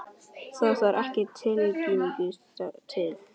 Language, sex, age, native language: Icelandic, male, 10, Icelandic